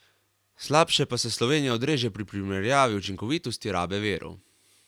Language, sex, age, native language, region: Slovenian, male, 18-29, Slovenian, Carinthia region